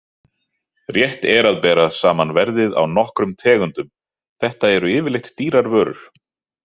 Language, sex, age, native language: Icelandic, male, 30-39, Icelandic